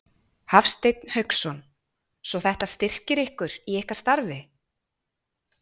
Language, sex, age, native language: Icelandic, female, 40-49, Icelandic